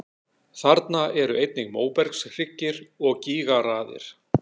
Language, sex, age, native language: Icelandic, male, 60-69, Icelandic